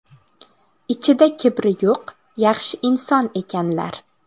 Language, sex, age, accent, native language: Uzbek, female, 18-24, Buxoro, Uzbek